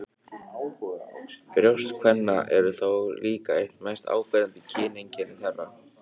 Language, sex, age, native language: Icelandic, male, 18-19, Icelandic